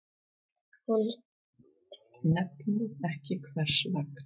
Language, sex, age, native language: Icelandic, female, 7, Czech